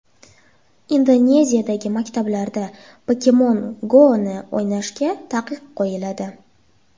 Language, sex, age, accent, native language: Uzbek, female, under 19, Toshkent shahri, Uzbek